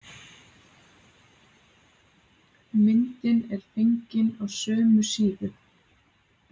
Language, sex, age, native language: Icelandic, female, 30-39, Icelandic